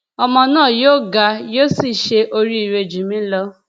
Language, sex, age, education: Yoruba, female, 30-45, tertiary